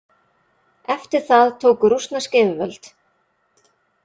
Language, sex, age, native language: Icelandic, female, 30-39, Icelandic